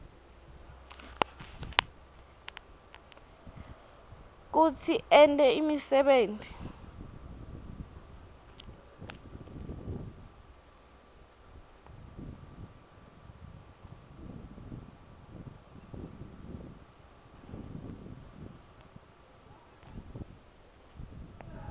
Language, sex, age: Swati, female, 23